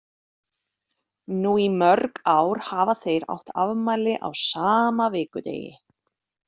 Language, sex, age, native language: Icelandic, female, 30-39, Icelandic